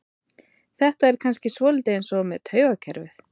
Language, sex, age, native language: Icelandic, female, 30-39, Icelandic